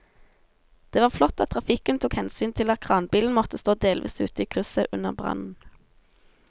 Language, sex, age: Norwegian, female, 17